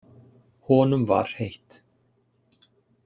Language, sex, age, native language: Icelandic, male, 30-39, Icelandic